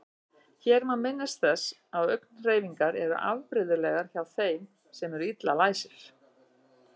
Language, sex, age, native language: Icelandic, female, 60-69, Icelandic